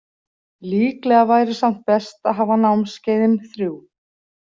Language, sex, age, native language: Icelandic, female, 40-49, Icelandic